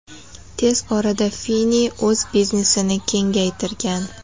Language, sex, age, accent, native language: Uzbek, female, 18-24, Toshkent shahri, Uzbek